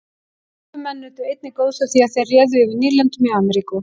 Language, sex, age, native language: Icelandic, female, 18-19, Icelandic